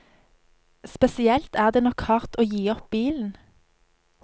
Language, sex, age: Norwegian, female, 25